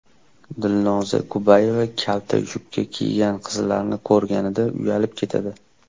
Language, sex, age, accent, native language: Uzbek, male, 19-29, Toshkent shahri, Uzbek